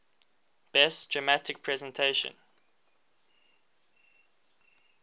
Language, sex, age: English, male, 19